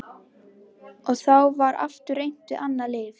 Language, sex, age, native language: Icelandic, female, 11, Icelandic